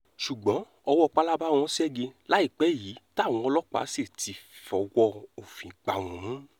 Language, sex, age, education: Yoruba, male, 30-45, tertiary